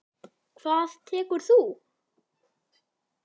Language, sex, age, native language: Icelandic, male, 9, Icelandic